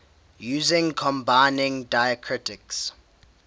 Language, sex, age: English, male, 18